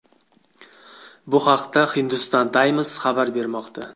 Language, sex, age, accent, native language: Uzbek, male, 25-34, Xorazm, Uzbek